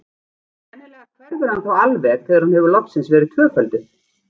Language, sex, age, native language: Icelandic, female, 40-49, Icelandic